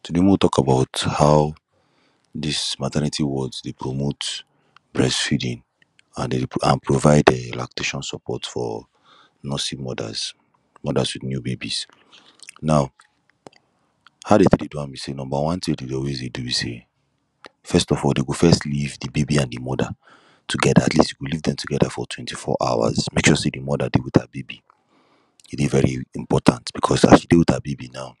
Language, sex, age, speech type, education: Nigerian Pidgin, male, 15-29, spontaneous, tertiary